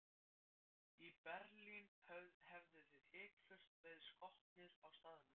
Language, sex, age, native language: Icelandic, other, 14, Icelandic